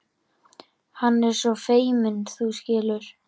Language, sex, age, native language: Icelandic, male, 13, Icelandic